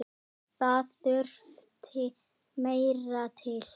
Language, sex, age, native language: Icelandic, male, 10, Icelandic